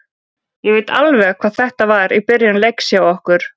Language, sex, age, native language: Icelandic, female, 20-29, Icelandic